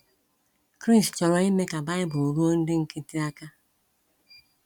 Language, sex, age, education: Igbo, female, 46-60, tertiary